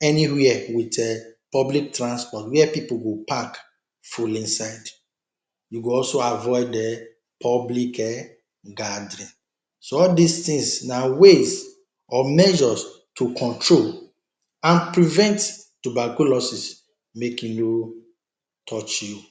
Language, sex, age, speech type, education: Nigerian Pidgin, male, 30-45, spontaneous, tertiary